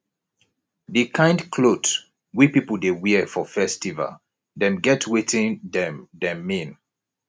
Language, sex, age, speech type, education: Nigerian Pidgin, male, 30-45, spontaneous, tertiary